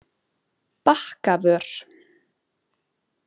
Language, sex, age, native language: Icelandic, female, 20-29, Icelandic